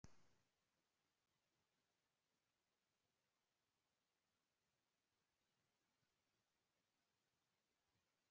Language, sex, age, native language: Icelandic, female, 18-19, Icelandic